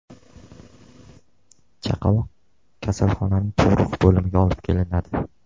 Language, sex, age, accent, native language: Uzbek, male, 18-24, Jizzax, Uzbek